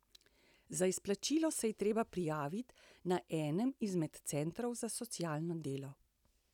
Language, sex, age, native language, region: Slovenian, female, 60+, Slovenian, Central Slovenia